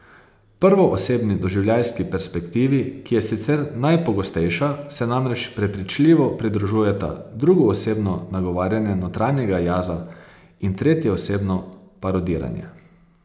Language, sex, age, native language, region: Slovenian, male, 30-49, Slovenian, Posavska region